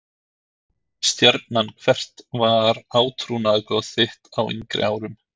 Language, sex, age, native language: Icelandic, male, 30-39, Icelandic